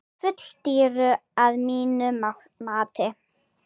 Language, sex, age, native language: Icelandic, female, 9, Icelandic